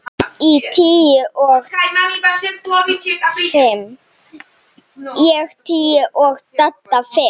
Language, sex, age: Icelandic, female, 7